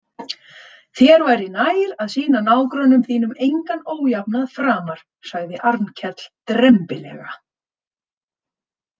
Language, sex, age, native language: Icelandic, female, 30-39, Icelandic